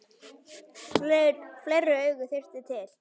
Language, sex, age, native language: Icelandic, male, 9, Icelandic